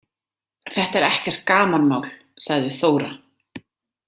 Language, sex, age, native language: Icelandic, female, 30-39, Icelandic